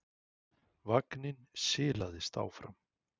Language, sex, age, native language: Icelandic, male, 40-49, Icelandic